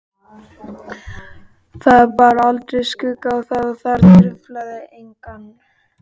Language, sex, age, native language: Icelandic, male, 12, Icelandic